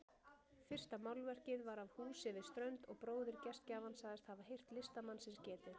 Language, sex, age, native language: Icelandic, female, 30-39, Icelandic